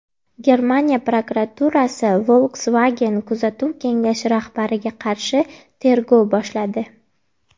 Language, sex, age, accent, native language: Uzbek, female, 18-24, Andijon, Uzbek